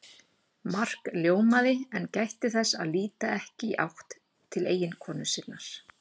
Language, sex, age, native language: Icelandic, female, 40-49, Icelandic